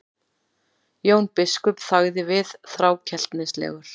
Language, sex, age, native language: Icelandic, female, 40-49, Icelandic